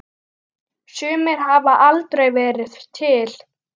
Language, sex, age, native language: Icelandic, female, 9, Icelandic